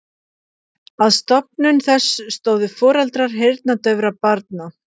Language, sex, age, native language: Icelandic, female, 50-59, Icelandic